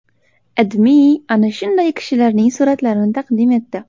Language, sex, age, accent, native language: Uzbek, female, under 19, Toshkent shahri, Uzbek